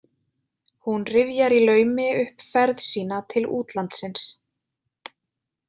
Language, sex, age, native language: Icelandic, female, 20-29, Icelandic